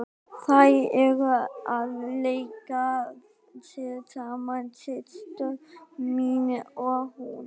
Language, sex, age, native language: Icelandic, female, 12, Icelandic